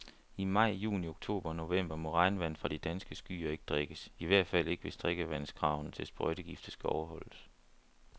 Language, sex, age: Danish, male, 29